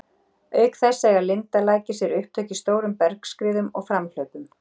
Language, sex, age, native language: Icelandic, female, 40-49, Icelandic